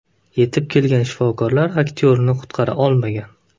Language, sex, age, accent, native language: Uzbek, male, 18-24, Namangan, Uzbek